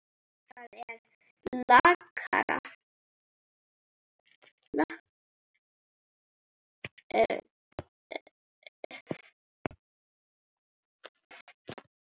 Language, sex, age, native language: Icelandic, female, 9, Icelandic